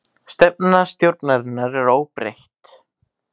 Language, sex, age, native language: Icelandic, male, 18-19, Icelandic